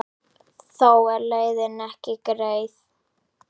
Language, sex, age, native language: Icelandic, male, 8, Icelandic